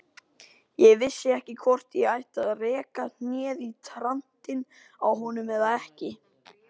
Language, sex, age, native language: Icelandic, male, 18-19, Icelandic